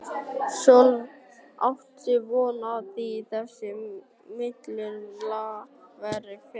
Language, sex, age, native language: Icelandic, male, 12, Icelandic